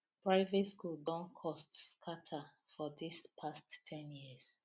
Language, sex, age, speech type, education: Nigerian Pidgin, female, 30-45, spontaneous, tertiary